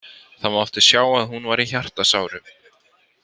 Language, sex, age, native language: Icelandic, male, 50-59, Icelandic